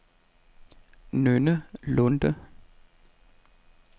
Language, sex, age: Danish, male, 32